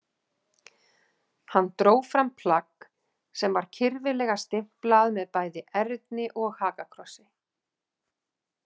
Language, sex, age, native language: Icelandic, female, 40-49, Icelandic